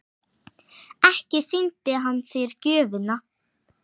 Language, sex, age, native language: Icelandic, female, 8, Icelandic